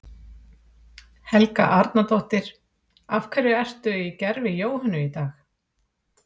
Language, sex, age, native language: Icelandic, female, 40-49, Icelandic